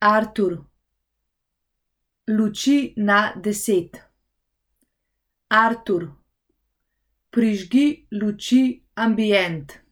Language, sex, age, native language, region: Slovenian, female, 18-29, Slovenian, Central Slovenia